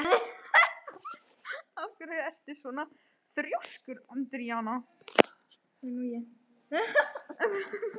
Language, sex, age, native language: Icelandic, female, 13, Icelandic